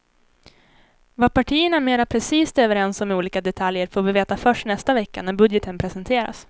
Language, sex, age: Swedish, female, 18